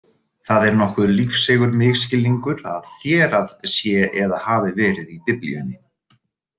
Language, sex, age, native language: Icelandic, male, 30-39, Icelandic